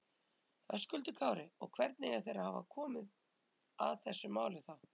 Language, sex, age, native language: Icelandic, female, 30-39, Icelandic